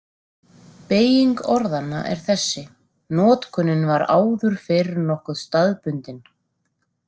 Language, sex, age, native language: Icelandic, female, 40-49, Icelandic